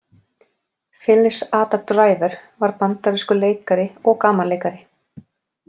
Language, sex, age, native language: Icelandic, female, 40-49, Icelandic